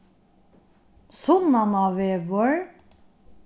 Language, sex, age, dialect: Faroese, female, 61+, Norðurstreymoy/Eysturoy